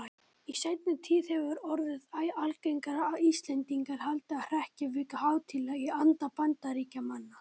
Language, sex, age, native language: Icelandic, male, 18-19, Icelandic